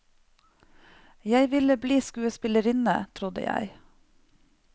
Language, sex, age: Norwegian, female, 45